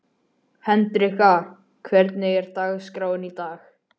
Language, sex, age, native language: Icelandic, male, 12, Icelandic